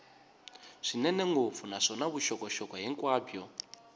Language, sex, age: Tsonga, male, 22